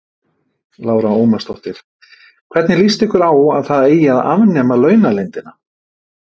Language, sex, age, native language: Icelandic, male, 50-59, Icelandic